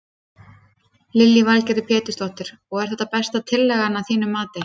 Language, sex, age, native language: Icelandic, female, 30-39, Icelandic